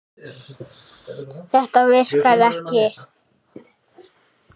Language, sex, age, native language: Icelandic, male, 8, Icelandic